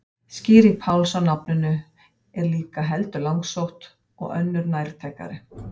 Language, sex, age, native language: Icelandic, female, 50-59, Icelandic